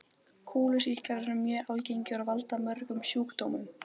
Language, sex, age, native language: Icelandic, female, 12, Icelandic